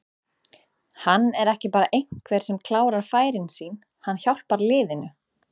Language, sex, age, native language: Icelandic, female, 30-39, Icelandic